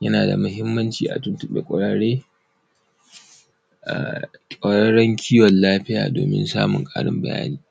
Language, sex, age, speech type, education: Hausa, male, 15-29, spontaneous, tertiary